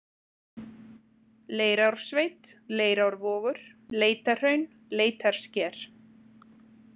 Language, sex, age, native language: Icelandic, female, 40-49, Icelandic